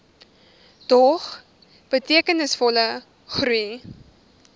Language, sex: Afrikaans, female